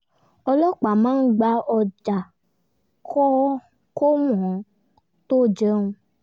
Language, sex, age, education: Yoruba, female, 15-29, tertiary